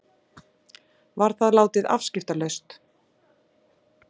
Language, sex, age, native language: Icelandic, female, 60-69, Icelandic